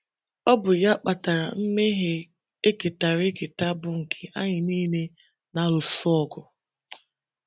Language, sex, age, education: Igbo, female, 15-29, tertiary